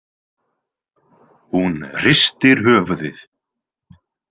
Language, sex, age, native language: Icelandic, male, 20-29, Icelandic